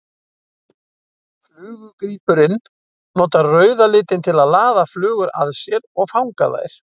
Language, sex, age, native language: Icelandic, male, 60-69, Icelandic